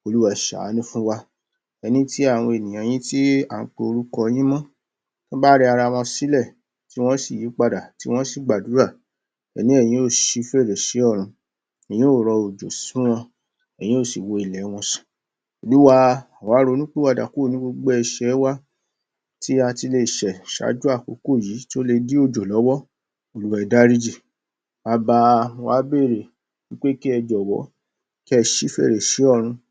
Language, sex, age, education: Yoruba, male, 46-60, tertiary